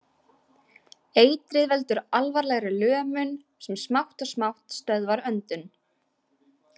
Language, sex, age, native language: Icelandic, female, 18-19, Icelandic